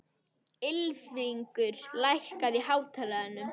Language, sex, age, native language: Icelandic, female, 21, Icelandic